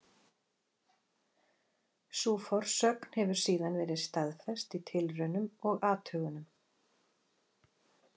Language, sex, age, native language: Icelandic, female, 40-49, Icelandic